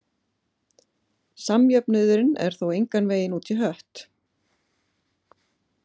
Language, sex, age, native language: Icelandic, female, 50-59, Icelandic